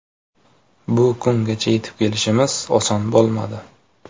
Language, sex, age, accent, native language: Uzbek, male, 25-34, Toshkent viloyati, Uzbek